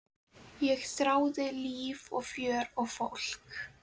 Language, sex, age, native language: Icelandic, female, 11, Icelandic